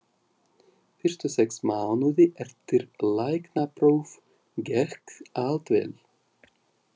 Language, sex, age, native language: Icelandic, male, 40-49, Russian